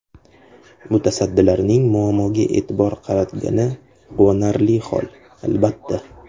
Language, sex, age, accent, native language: Uzbek, male, 18-24, Qashqadaryo, Uzbek